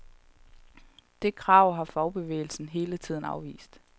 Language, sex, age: Danish, female, 31